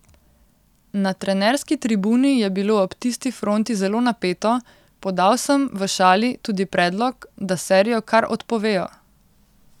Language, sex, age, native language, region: Slovenian, female, 18-29, Slovenian, Central Slovenia